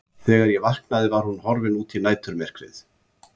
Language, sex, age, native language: Icelandic, male, 70-79, Icelandic